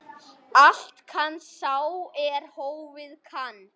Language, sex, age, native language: Icelandic, male, 18-19, Icelandic